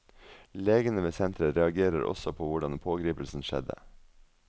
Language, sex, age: Norwegian, male, 42